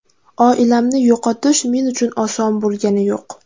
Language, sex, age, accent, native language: Uzbek, female, 18-24, Jizzax, Uzbek